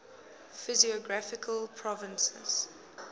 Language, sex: English, female